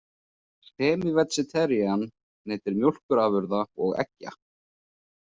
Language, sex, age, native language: Icelandic, male, 20-29, Icelandic